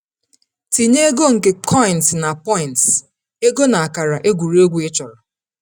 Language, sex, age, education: Igbo, female, 30-45, tertiary